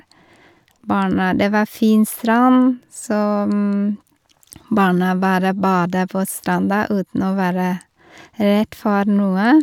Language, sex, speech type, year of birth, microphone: Norwegian, female, spontaneous, 1973, Shure